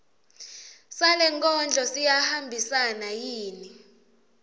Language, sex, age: Swati, female, 20